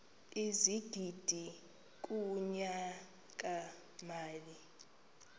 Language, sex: Xhosa, female